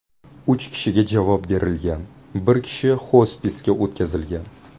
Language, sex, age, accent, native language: Uzbek, male, 19-29, Buxoro, Uzbek